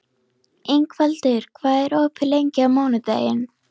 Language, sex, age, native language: Icelandic, female, 11, Icelandic